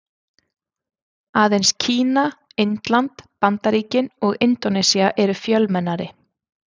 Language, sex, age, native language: Icelandic, female, 30-39, Icelandic